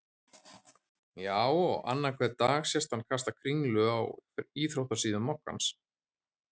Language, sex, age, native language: Icelandic, male, 30-39, Icelandic